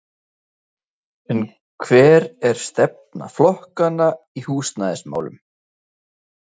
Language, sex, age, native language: Icelandic, male, 30-39, Icelandic